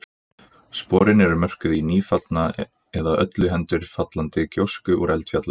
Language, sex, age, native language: Icelandic, male, 20-29, Icelandic